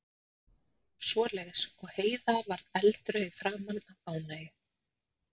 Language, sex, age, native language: Icelandic, female, 30-39, Icelandic